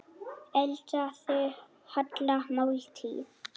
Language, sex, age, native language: Icelandic, female, 9, Icelandic